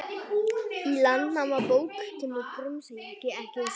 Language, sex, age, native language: Icelandic, male, 18-19, Icelandic